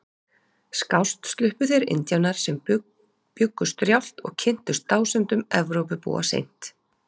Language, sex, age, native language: Icelandic, female, 40-49, Icelandic